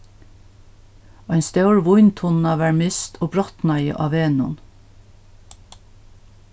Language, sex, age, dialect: Faroese, female, 61+, Norðurstreymoy/Eysturoy